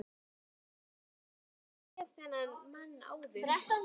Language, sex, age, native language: Icelandic, female, 12, Icelandic